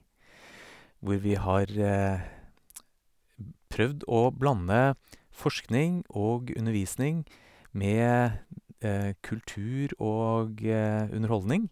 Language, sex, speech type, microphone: Norwegian, male, spontaneous, Sennheiser